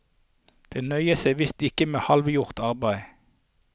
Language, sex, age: Norwegian, male, 48